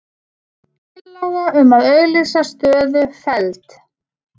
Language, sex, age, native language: Icelandic, female, 40-49, Icelandic